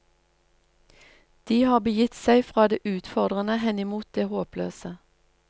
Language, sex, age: Norwegian, female, 47